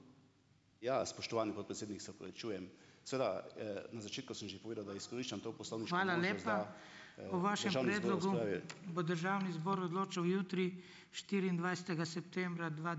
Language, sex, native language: Slovenian, male, Slovenian